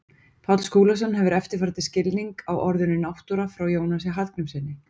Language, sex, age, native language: Icelandic, female, 40-49, Icelandic